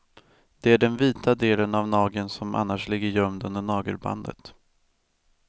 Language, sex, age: Swedish, male, 18